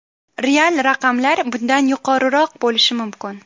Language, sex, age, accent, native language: Uzbek, female, 18-24, Qashqadaryo, Uzbek